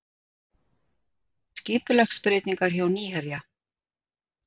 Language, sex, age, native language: Icelandic, female, 60-69, Icelandic